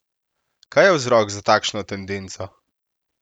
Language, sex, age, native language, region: Slovenian, male, 18-29, Slovenian, Central Slovenia